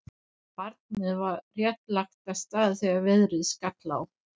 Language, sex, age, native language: Icelandic, female, 60-69, Danish